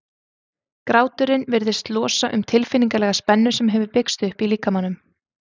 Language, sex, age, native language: Icelandic, female, 30-39, Icelandic